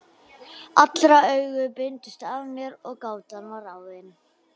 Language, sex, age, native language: Icelandic, female, 11, Icelandic